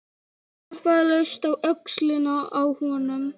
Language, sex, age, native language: Icelandic, female, 11, Icelandic